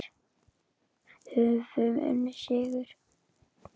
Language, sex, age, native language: Icelandic, male, 10, Icelandic